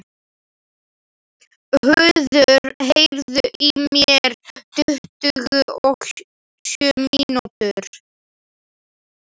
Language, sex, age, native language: Icelandic, male, 11, Slovak